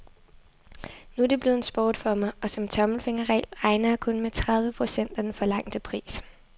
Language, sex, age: Danish, female, 23